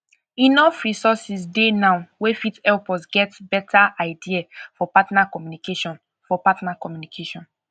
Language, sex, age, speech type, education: Nigerian Pidgin, female, 15-29, spontaneous, tertiary